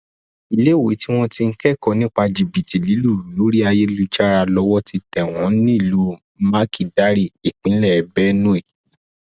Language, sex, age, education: Yoruba, male, 15-29, tertiary